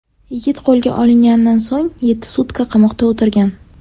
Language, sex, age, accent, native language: Uzbek, female, 18-24, Sirdaryo, Uzbek